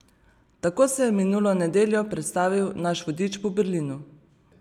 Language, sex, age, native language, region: Slovenian, female, 30-49, Slovenian, Savinja region